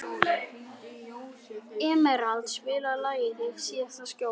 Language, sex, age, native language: Icelandic, male, 11, Icelandic